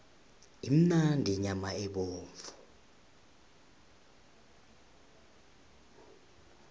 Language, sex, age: South Ndebele, male, 20